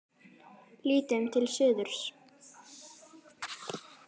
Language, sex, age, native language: Icelandic, female, 10, Icelandic